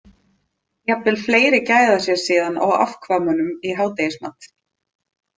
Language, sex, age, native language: Icelandic, female, 30-39, Icelandic